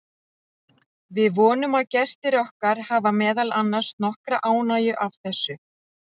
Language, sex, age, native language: Icelandic, female, 40-49, Icelandic